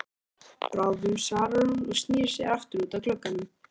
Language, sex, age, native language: Icelandic, male, 13, Icelandic